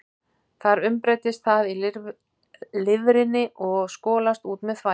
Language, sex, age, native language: Icelandic, female, 50-59, Icelandic